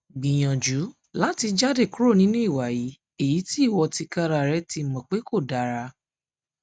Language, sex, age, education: Yoruba, female, 15-29, tertiary